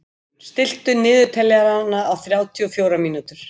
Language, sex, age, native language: Icelandic, female, 50-59, Icelandic